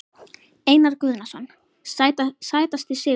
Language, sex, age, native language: Icelandic, female, 11, Icelandic